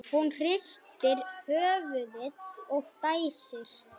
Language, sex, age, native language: Icelandic, male, 9, Icelandic